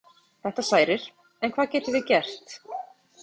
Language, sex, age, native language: Icelandic, female, 30-39, Icelandic